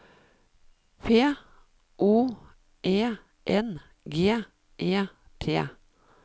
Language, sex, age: Norwegian, female, 52